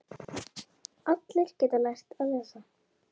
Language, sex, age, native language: Icelandic, female, 10, Icelandic